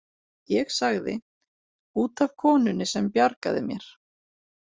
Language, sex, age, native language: Icelandic, female, 40-49, Icelandic